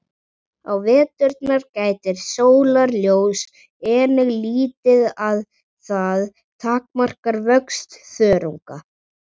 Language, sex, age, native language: Icelandic, male, 40-49, Icelandic